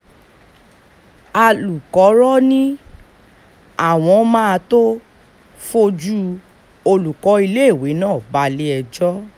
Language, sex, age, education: Yoruba, female, 15-29, tertiary